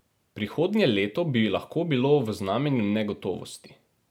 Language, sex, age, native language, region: Slovenian, male, 18-29, Slovenian, Drava region